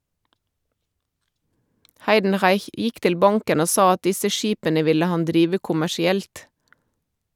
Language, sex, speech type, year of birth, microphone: Norwegian, female, read, 1972, Shure